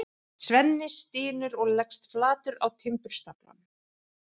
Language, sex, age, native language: Icelandic, female, 11, Icelandic